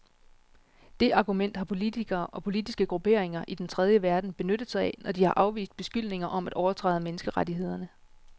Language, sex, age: Danish, female, 36